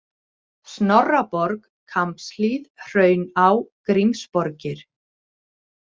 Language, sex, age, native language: Icelandic, female, 40-49, Icelandic